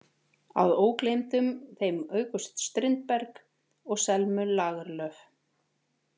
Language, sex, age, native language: Icelandic, female, 40-49, Icelandic